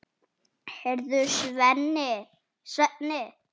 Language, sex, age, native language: Icelandic, male, 7, Icelandic